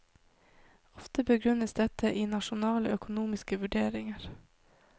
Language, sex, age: Norwegian, female, 26